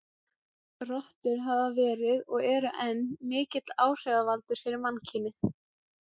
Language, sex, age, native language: Icelandic, female, 17, Icelandic